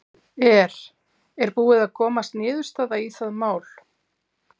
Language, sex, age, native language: Icelandic, female, 40-49, Icelandic